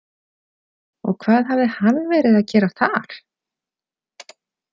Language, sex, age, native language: Icelandic, female, 40-49, Icelandic